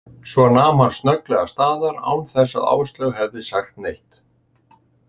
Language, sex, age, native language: Icelandic, male, 60-69, Icelandic